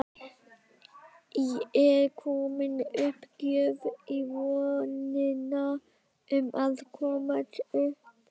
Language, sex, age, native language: Icelandic, female, 12, Icelandic